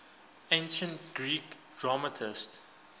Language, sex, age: English, male, 20